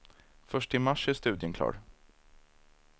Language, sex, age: Swedish, male, 30